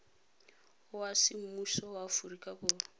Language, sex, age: Tswana, female, 22